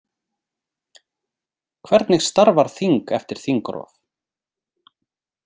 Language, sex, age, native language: Icelandic, male, 40-49, Icelandic